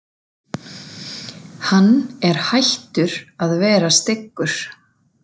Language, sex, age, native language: Icelandic, female, 40-49, Icelandic